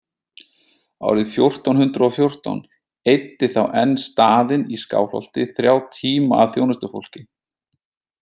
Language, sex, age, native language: Icelandic, male, 30-39, Icelandic